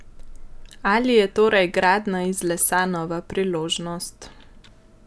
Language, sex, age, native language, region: Slovenian, male, 50-59, Slovenian, Central Slovenia